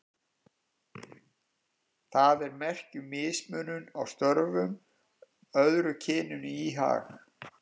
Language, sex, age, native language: Icelandic, male, 50-59, Icelandic